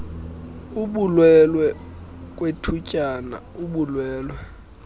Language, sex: Xhosa, male